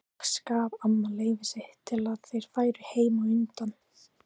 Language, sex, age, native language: Icelandic, female, 18-19, Icelandic